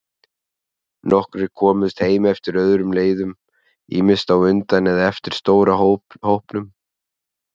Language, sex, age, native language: Icelandic, male, 30-39, Icelandic